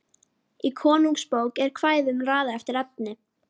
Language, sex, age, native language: Icelandic, female, 12, Icelandic